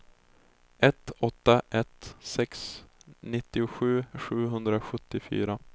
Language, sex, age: Swedish, male, 20